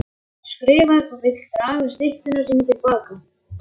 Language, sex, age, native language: Icelandic, male, 11, Icelandic